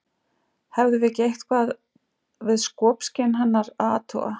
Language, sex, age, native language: Icelandic, female, 60-69, Icelandic